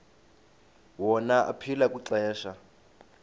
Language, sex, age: Xhosa, male, 33